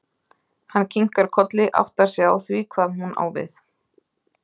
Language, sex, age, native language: Icelandic, female, 30-39, Icelandic